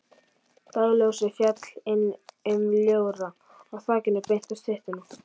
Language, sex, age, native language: Icelandic, male, 11, Icelandic